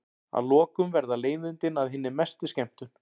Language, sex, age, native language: Icelandic, male, 40-49, Icelandic